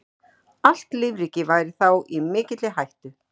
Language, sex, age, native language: Icelandic, female, 40-49, Icelandic